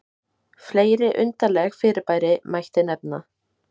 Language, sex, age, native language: Icelandic, female, 18-19, Icelandic